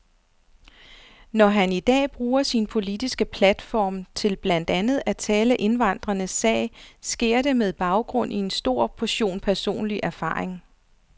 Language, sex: Danish, female